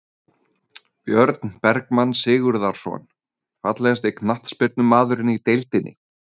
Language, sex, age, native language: Icelandic, male, 30-39, Icelandic